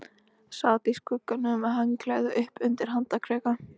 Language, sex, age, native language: Icelandic, female, 13, Icelandic